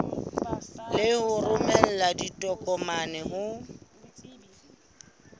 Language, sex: Southern Sotho, female